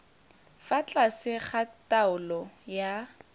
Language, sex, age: Tswana, female, 18